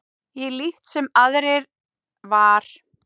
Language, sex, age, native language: Icelandic, female, 10, Icelandic